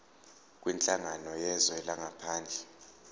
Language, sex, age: Zulu, male, 29